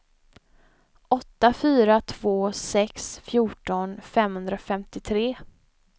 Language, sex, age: Swedish, female, 25